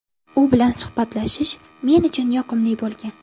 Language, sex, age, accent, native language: Uzbek, female, 12-17, Navoiy, Uzbek